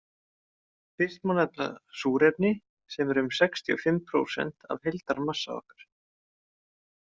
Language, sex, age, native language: Icelandic, male, 30-39, Icelandic